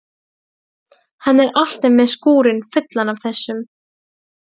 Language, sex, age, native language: Icelandic, female, 12, Serbo-Croatian